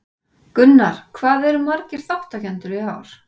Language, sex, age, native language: Icelandic, female, 40-49, Icelandic